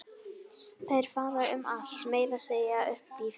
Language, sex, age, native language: Icelandic, female, 11, Icelandic